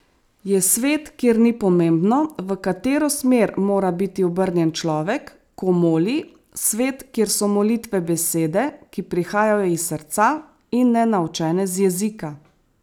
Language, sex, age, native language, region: Slovenian, female, 30-49, Slovenian, Savinja region